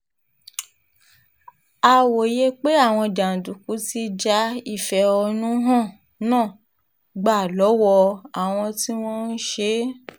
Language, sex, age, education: Yoruba, female, 30-45, tertiary